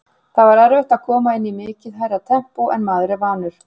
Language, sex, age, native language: Icelandic, female, 40-49, Icelandic